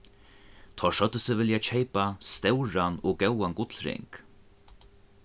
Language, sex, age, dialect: Faroese, male, 15-35, Norðuroyggjar